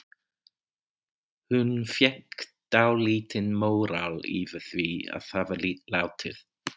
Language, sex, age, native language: Icelandic, male, 40-49, English